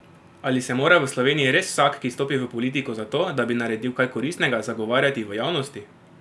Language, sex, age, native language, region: Slovenian, male, 18-29, Slovenian, Drava region